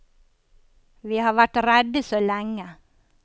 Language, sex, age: Norwegian, female, 54